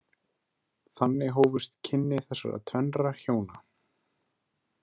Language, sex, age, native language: Icelandic, male, 20-29, Icelandic